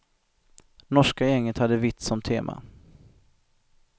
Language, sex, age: Swedish, male, 25